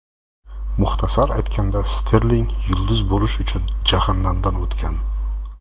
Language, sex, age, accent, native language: Uzbek, male, 40-49, Jizzax, Uzbek